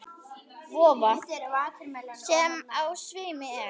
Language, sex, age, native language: Icelandic, female, 10, Icelandic